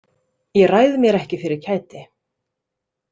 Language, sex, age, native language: Icelandic, female, 30-39, Icelandic